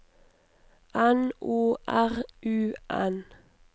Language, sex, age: Norwegian, female, 29